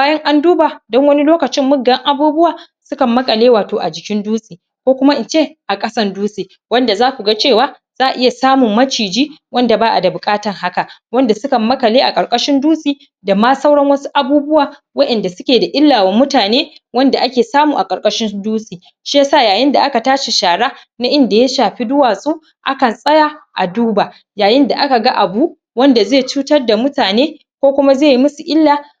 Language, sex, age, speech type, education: Hausa, female, 30-45, spontaneous, tertiary